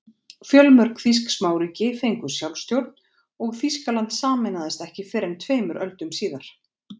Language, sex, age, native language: Icelandic, female, 40-49, Icelandic